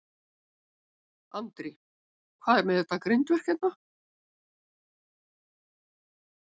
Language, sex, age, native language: Icelandic, female, 70-79, Icelandic